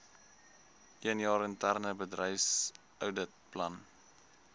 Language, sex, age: Afrikaans, male, 20